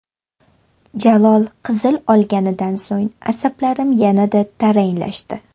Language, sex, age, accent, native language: Uzbek, female, 18-24, Toshkent shahri, Uzbek